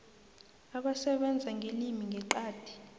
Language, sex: South Ndebele, female